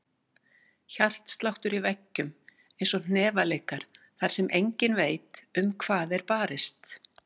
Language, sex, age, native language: Icelandic, female, 60-69, Icelandic